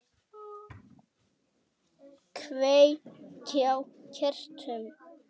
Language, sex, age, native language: Icelandic, female, 7, Icelandic